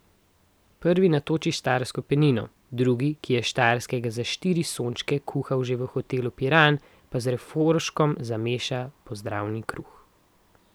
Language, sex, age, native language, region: Slovenian, female, 18-29, Slovenian, Central Slovenia